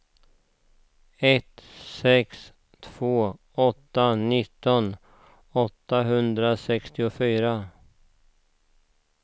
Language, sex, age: Swedish, male, 49